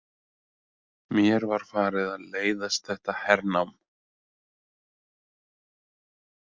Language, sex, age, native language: Icelandic, male, 20-29, Icelandic